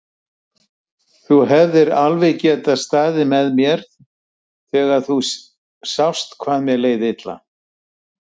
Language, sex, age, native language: Icelandic, male, 70-79, Icelandic